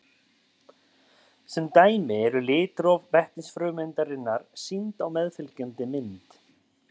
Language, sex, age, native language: Icelandic, male, 30-39, Icelandic